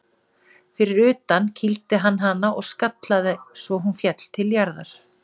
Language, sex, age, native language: Icelandic, female, 40-49, Icelandic